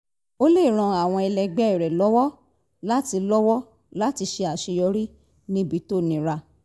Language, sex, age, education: Yoruba, female, 30-45, tertiary